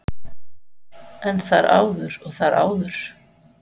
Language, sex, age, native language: Icelandic, female, 40-49, Icelandic